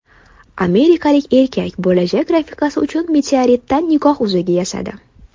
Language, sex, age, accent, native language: Uzbek, female, 19-29, Toshkent shahri, Uzbek